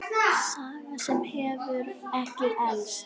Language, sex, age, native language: Icelandic, female, 9, Icelandic